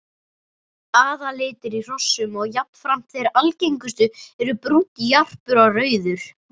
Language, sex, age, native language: Icelandic, female, 30-39, Icelandic